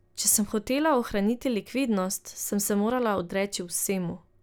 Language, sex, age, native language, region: Slovenian, female, 18-29, Slovenian, Drava region